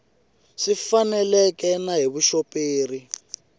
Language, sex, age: Tsonga, male, 18